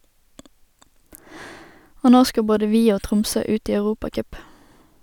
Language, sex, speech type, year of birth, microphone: Norwegian, female, read, 1991, Sennheiser